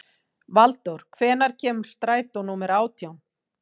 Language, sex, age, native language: Icelandic, female, 40-49, Icelandic